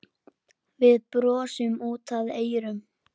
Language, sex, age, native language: Icelandic, male, 10, Icelandic